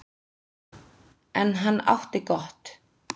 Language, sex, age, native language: Icelandic, female, 10, Icelandic